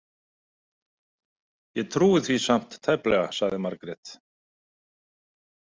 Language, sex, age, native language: Icelandic, male, 50-59, Icelandic